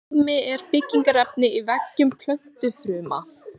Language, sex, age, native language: Icelandic, female, 18-19, Icelandic